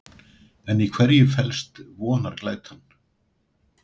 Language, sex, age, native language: Icelandic, male, 60-69, Icelandic